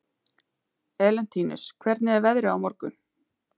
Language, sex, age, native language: Icelandic, female, 30-39, Icelandic